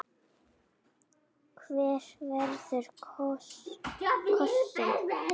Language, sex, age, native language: Icelandic, female, 8, Icelandic